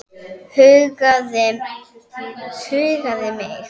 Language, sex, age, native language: Icelandic, female, 10, Icelandic